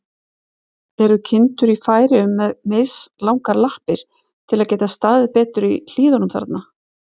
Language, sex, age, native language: Icelandic, female, 40-49, Icelandic